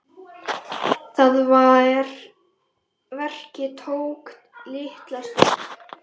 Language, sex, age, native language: Icelandic, male, 10, Icelandic